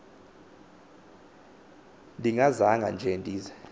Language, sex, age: Xhosa, male, 24